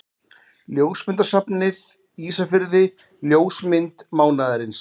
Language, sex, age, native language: Icelandic, male, 40-49, Icelandic